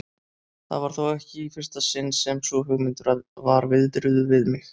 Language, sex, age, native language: Icelandic, male, 30-39, Icelandic